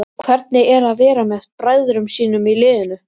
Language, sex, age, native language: Icelandic, male, 13, Icelandic